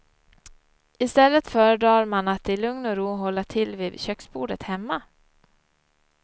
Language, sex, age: Swedish, female, 34